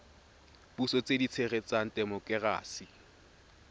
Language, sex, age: Tswana, male, 22